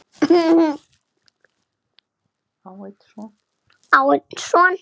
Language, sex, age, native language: Icelandic, female, 6, Icelandic